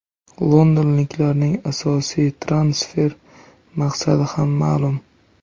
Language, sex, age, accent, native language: Uzbek, male, 25-34, Toshkent viloyati, Uzbek